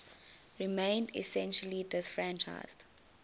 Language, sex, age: English, female, 20